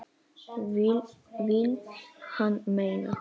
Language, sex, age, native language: Icelandic, male, 6, Polish